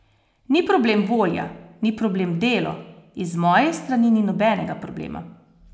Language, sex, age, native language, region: Slovenian, female, 30-49, Slovenian, Posavska region